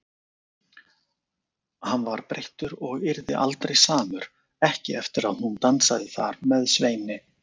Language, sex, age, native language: Icelandic, male, 40-49, Icelandic